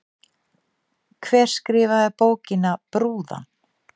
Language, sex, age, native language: Icelandic, female, 50-59, Icelandic